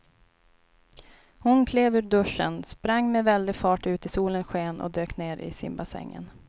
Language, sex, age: Swedish, female, 29